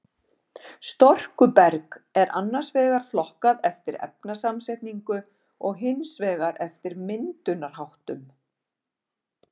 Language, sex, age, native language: Icelandic, female, 40-49, Icelandic